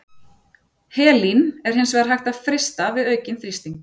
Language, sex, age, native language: Icelandic, female, 40-49, Icelandic